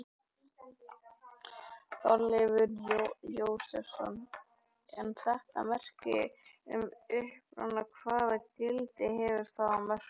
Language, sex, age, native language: Icelandic, male, 18-19, Icelandic